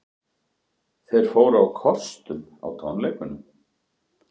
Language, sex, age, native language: Icelandic, male, 40-49, Icelandic